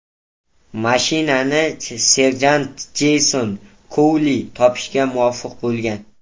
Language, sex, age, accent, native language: Uzbek, male, 18-24, Toshkent viloyati, Uzbek